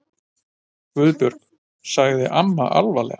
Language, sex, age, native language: Icelandic, male, 50-59, Icelandic